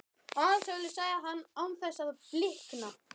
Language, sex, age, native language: Icelandic, male, 11, Icelandic